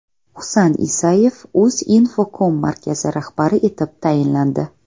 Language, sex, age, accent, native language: Uzbek, female, 18-24, Toshkent viloyati, Uzbek